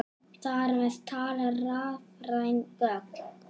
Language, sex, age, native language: Icelandic, male, 8, Icelandic